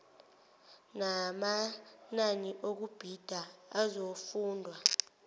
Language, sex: Zulu, female